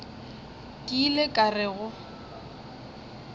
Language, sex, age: Northern Sotho, female, 20